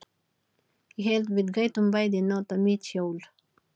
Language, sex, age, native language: Icelandic, female, 40-49, Filipino